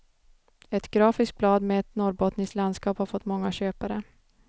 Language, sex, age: Swedish, female, 29